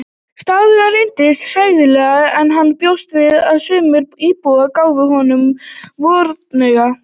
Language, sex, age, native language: Icelandic, female, 18-19, Icelandic